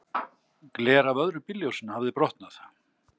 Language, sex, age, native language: Icelandic, male, 60-69, Icelandic